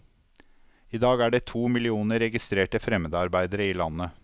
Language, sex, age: Norwegian, male, 52